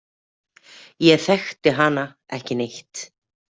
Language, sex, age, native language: Icelandic, female, 40-49, Icelandic